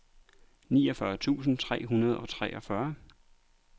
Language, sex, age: Danish, male, 39